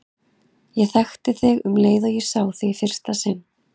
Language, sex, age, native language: Icelandic, female, 30-39, Icelandic